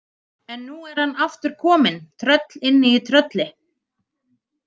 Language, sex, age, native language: Icelandic, female, 30-39, Icelandic